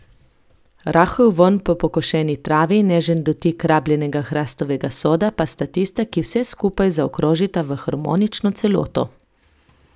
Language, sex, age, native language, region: Slovenian, female, 30-49, Slovenian, Coastal Karst region